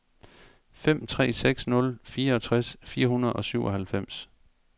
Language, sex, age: Danish, male, 42